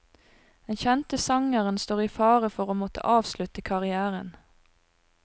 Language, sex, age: Norwegian, female, 42